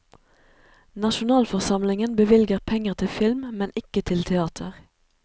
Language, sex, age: Norwegian, female, 37